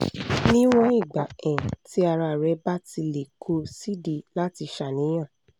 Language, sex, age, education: Yoruba, female, 15-29, tertiary